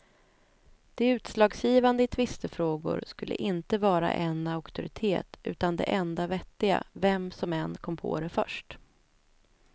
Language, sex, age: Swedish, female, 28